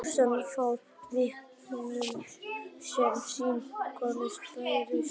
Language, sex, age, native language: Icelandic, male, 18-19, Icelandic